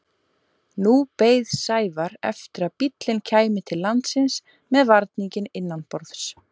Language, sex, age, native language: Icelandic, female, 20-29, Icelandic